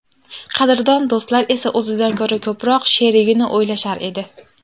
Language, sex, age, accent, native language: Uzbek, female, 18-24, Andijon, Uzbek